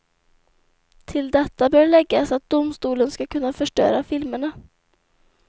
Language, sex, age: Swedish, female, 24